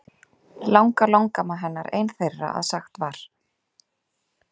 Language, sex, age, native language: Icelandic, female, 30-39, Icelandic